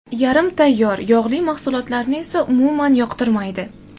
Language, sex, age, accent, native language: Uzbek, female, 18-24, Toshkent shahri, Uzbek